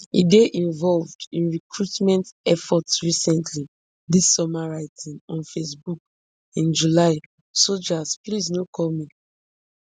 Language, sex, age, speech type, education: Nigerian Pidgin, female, 15-29, spontaneous, tertiary